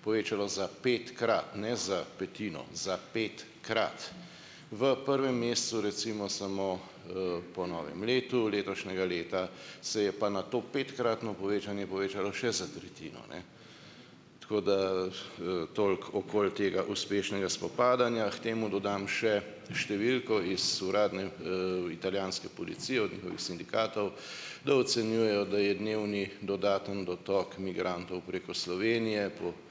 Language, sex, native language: Slovenian, male, Slovenian